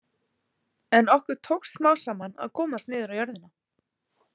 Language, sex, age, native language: Icelandic, female, 30-39, Icelandic